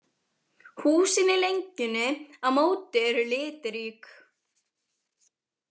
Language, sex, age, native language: Icelandic, female, 20-29, Icelandic